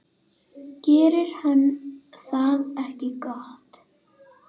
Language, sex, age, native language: Icelandic, female, 8, Icelandic